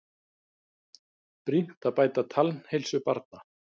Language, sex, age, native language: Icelandic, male, 50-59, Icelandic